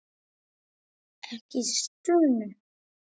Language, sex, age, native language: Icelandic, female, 8, Icelandic